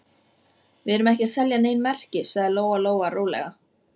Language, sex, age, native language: Icelandic, female, 14, Icelandic